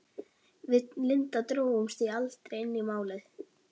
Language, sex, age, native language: Icelandic, female, 12, Icelandic